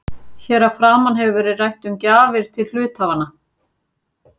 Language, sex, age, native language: Icelandic, female, 40-49, Icelandic